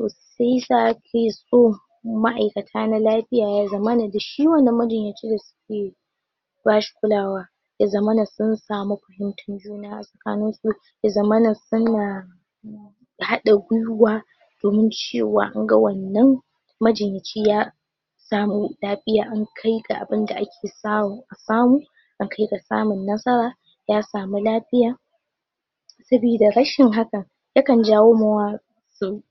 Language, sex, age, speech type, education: Hausa, female, 15-29, spontaneous, tertiary